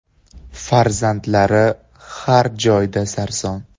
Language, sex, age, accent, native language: Uzbek, male, 18-24, Andijon, Uzbek